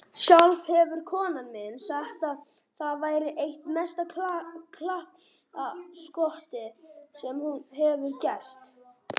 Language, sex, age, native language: Icelandic, male, 18-19, Icelandic